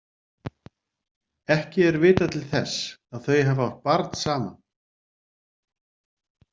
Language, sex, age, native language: Icelandic, male, 40-49, Icelandic